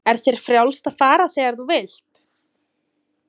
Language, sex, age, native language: Icelandic, female, 30-39, Icelandic